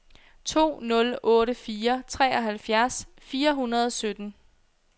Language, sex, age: Danish, female, 22